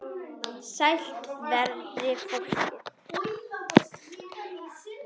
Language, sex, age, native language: Icelandic, female, 10, Icelandic